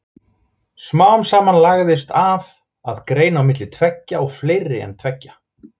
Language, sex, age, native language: Icelandic, male, 40-49, Icelandic